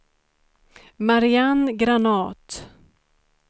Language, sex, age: Swedish, female, 35